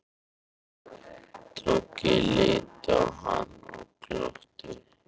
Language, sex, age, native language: Icelandic, male, 13, Icelandic